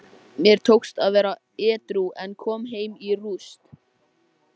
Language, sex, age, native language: Icelandic, male, 14, Icelandic